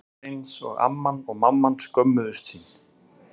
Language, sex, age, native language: Icelandic, male, 40-49, Icelandic